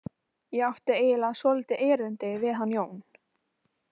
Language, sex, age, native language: Icelandic, female, 15, Icelandic